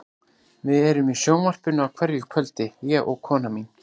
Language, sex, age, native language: Icelandic, male, 30-39, Icelandic